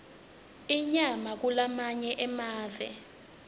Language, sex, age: Swati, female, 19